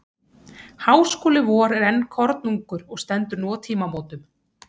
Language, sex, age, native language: Icelandic, female, 30-39, Icelandic